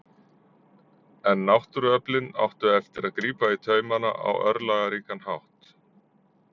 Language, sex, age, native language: Icelandic, male, 40-49, Icelandic